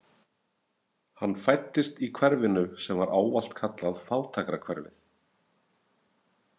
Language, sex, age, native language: Icelandic, male, 30-39, Icelandic